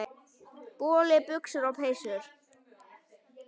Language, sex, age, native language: Icelandic, male, 9, Icelandic